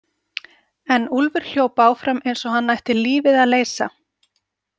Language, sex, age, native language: Icelandic, female, 40-49, Icelandic